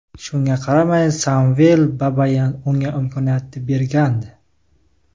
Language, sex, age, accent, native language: Uzbek, male, 19-29, Qashqadaryo, Uzbek